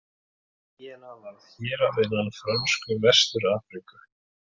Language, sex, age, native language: Icelandic, male, 20-29, Icelandic